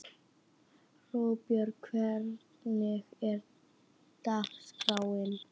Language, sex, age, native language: Icelandic, female, 11, Icelandic